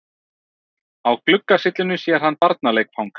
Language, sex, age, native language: Icelandic, male, 30-39, Icelandic